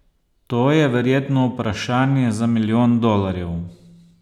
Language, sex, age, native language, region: Slovenian, male, 50-59, Slovenian, Posavska region